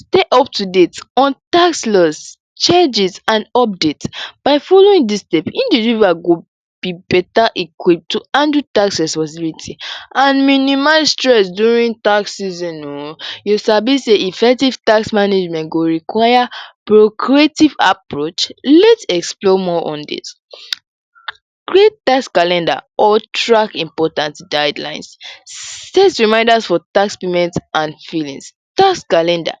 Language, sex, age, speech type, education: Nigerian Pidgin, female, 46-60, spontaneous, secondary